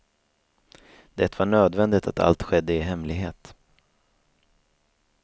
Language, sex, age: Swedish, male, 24